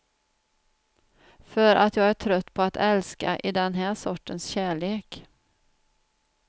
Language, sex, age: Swedish, female, 49